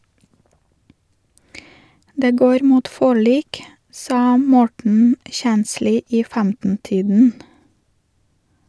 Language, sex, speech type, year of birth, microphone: Norwegian, female, read, 1983, Shure